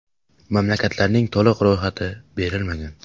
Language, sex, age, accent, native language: Uzbek, male, 18-24, Samarqand, Uzbek